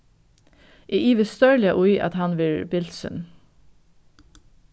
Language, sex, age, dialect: Faroese, female, 36-60, Norðuroyggjar